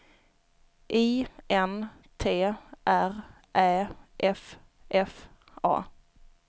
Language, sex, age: Swedish, female, 29